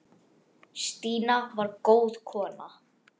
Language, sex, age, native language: Icelandic, other, 10, Icelandic